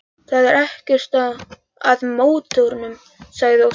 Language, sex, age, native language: Icelandic, male, 11, Icelandic